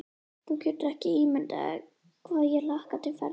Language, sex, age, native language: Icelandic, female, 11, Icelandic